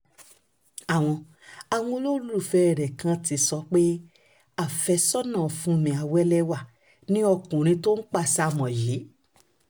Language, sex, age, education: Yoruba, female, 30-45, tertiary